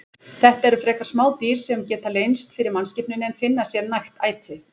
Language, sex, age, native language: Icelandic, female, 20-29, Icelandic